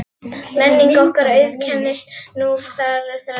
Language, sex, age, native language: Icelandic, female, 11, Icelandic